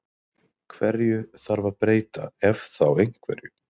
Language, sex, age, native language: Icelandic, male, 30-39, Icelandic